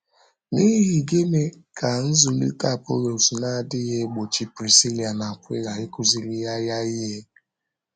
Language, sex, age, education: Igbo, female, 15-29, secondary